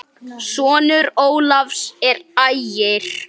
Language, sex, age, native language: Icelandic, male, 9, Icelandic